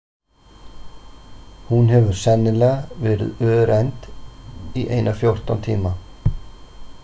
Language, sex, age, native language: Icelandic, male, 40-49, Icelandic